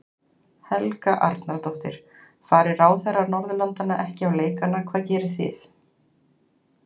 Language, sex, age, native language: Icelandic, female, 40-49, Icelandic